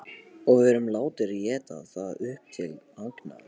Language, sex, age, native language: Icelandic, male, 18-19, Polish